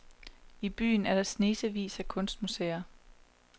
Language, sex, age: Danish, female, 27